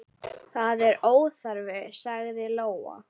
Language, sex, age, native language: Icelandic, male, 9, Icelandic